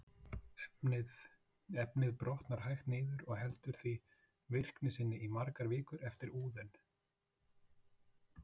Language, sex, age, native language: Icelandic, male, 40-49, Icelandic